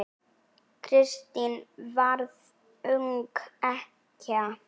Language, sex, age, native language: Icelandic, female, 8, Icelandic